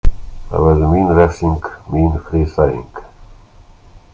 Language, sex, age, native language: Icelandic, male, 60-69, Icelandic